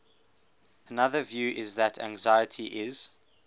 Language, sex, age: English, male, 18